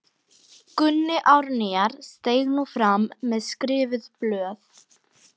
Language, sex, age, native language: Icelandic, female, 12, Icelandic